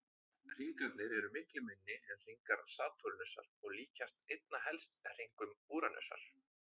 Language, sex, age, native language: Icelandic, male, 20-29, Icelandic